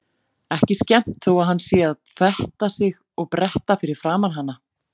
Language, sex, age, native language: Icelandic, female, 40-49, Icelandic